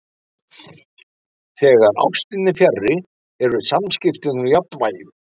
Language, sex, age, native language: Icelandic, male, 60-69, Icelandic